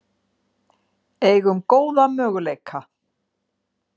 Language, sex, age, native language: Icelandic, female, 50-59, Icelandic